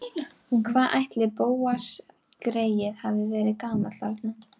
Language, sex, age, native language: Icelandic, female, 12, Icelandic